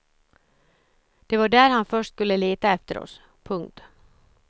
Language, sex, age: Swedish, female, 54